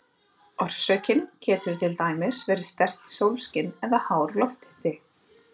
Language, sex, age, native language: Icelandic, female, 30-39, Icelandic